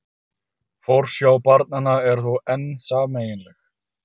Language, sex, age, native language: Icelandic, male, 30-39, Icelandic